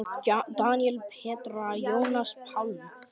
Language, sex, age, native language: Icelandic, female, 10, Icelandic